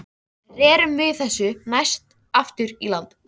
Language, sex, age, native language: Icelandic, female, 13, Icelandic